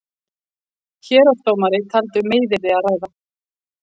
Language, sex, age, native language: Icelandic, female, 40-49, Icelandic